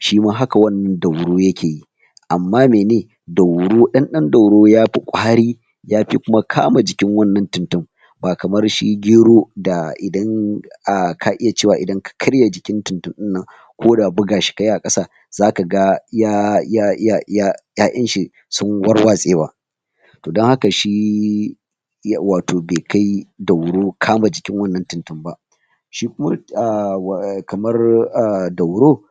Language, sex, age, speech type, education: Hausa, male, 46-60, spontaneous, tertiary